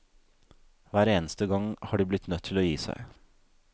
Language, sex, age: Norwegian, male, 32